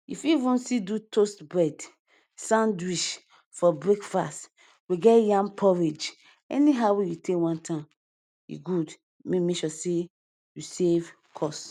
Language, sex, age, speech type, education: Nigerian Pidgin, female, 15-29, spontaneous, tertiary